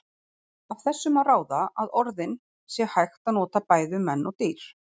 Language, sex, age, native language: Icelandic, female, 40-49, Icelandic